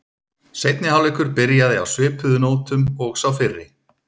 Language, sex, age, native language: Icelandic, male, 30-39, Icelandic